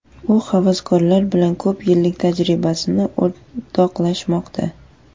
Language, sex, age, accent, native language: Uzbek, female, 18-24, Surxondaryo, Uzbek